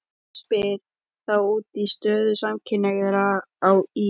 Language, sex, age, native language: Icelandic, male, 12, Icelandic